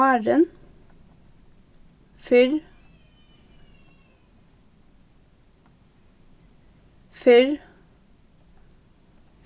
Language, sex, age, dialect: Faroese, female, 15-35, Norðurstreymoy/Eysturoy